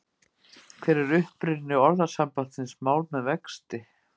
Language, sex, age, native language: Icelandic, female, 50-59, Icelandic